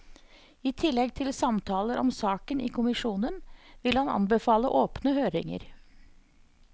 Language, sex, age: Norwegian, female, 54